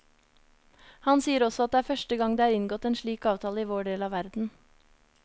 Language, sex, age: Norwegian, female, 30